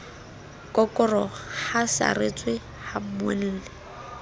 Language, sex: Southern Sotho, female